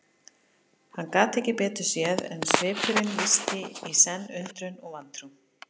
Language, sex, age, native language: Icelandic, female, 50-59, Icelandic